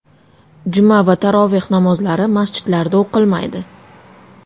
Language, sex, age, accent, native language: Uzbek, female, 19-29, Toshkent shahri, Uzbek